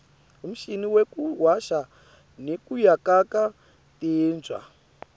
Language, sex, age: Swati, male, 22